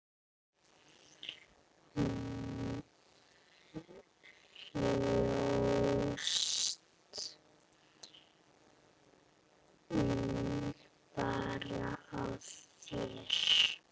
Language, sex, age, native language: Icelandic, female, 8, Icelandic